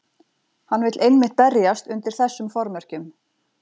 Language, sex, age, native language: Icelandic, female, 40-49, Icelandic